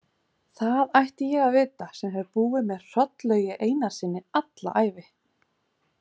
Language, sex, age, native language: Icelandic, female, 30-39, Icelandic